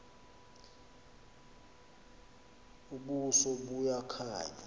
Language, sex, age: Xhosa, male, 26